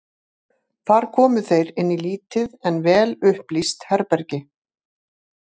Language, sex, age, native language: Icelandic, female, 50-59, Icelandic